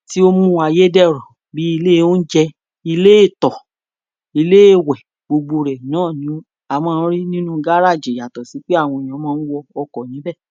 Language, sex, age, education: Yoruba, female, 46-60, tertiary